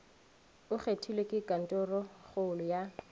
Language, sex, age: Northern Sotho, female, 21